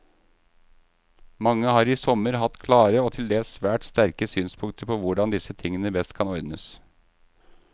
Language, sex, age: Norwegian, male, 38